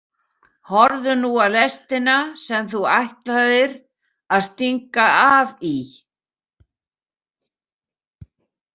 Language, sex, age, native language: Icelandic, female, 70-79, Icelandic